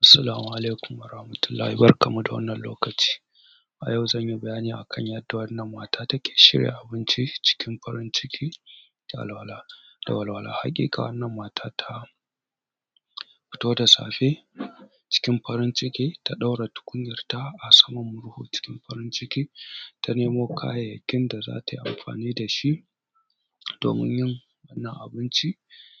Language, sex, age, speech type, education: Hausa, male, 30-45, spontaneous, tertiary